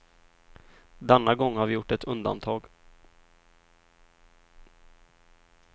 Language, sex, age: Swedish, male, 23